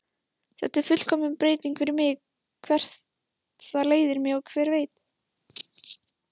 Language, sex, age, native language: Icelandic, female, 16, Icelandic